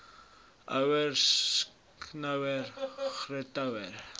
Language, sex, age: Afrikaans, male, 20